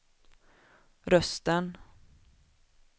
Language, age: Swedish, 21